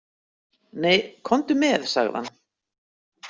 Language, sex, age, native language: Icelandic, female, 60-69, Icelandic